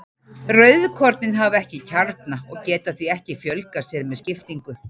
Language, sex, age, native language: Icelandic, female, 40-49, Icelandic